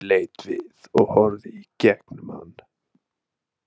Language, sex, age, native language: Icelandic, male, 20-29, Icelandic